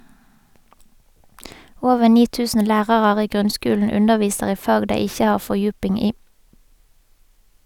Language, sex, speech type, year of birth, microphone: Norwegian, female, read, 1985, Sennheiser